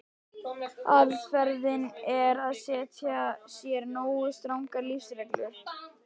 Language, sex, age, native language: Icelandic, male, 11, Icelandic